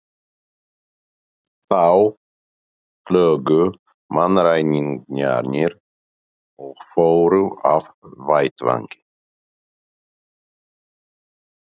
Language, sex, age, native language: Icelandic, male, 40-49, Polish